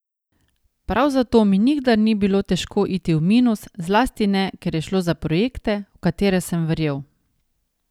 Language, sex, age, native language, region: Slovenian, female, 30-49, Slovenian, Savinja region